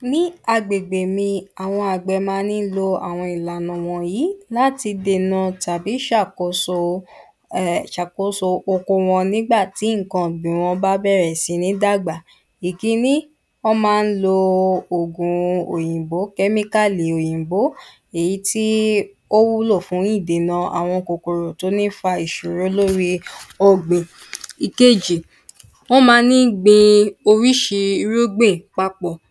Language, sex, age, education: Yoruba, female, 15-29, primary